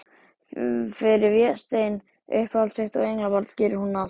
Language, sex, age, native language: Icelandic, male, 12, Icelandic